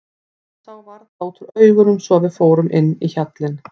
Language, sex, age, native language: Icelandic, female, 50-59, Icelandic